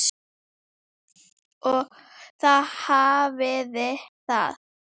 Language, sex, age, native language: Icelandic, female, 10, Icelandic